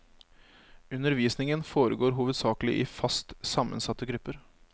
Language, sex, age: Norwegian, male, 25